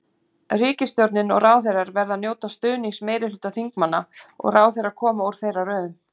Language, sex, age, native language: Icelandic, female, 40-49, Icelandic